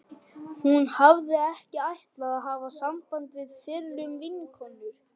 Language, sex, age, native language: Icelandic, male, 11, Icelandic